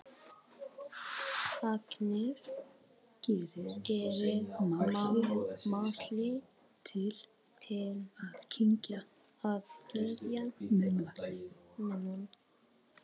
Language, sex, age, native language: Icelandic, male, 18-19, Arabic